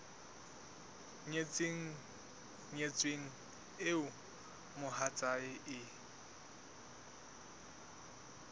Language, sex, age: Southern Sotho, male, 19